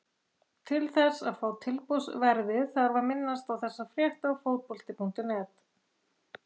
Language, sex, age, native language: Icelandic, female, 40-49, Icelandic